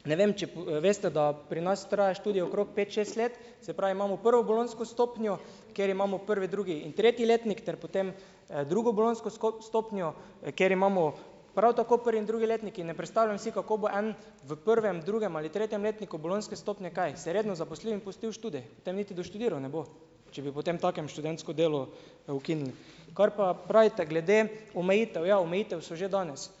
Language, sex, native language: Slovenian, male, Slovenian